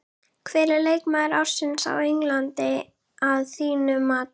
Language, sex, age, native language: Icelandic, female, 11, Icelandic